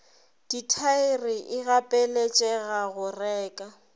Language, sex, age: Northern Sotho, female, 26